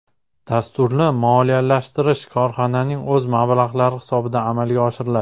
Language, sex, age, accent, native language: Uzbek, male, 19-29, Qoraqalpog'iston, Uzbek